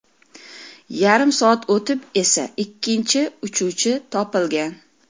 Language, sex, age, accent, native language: Uzbek, female, 40-49, Toshkent viloyati, Uzbek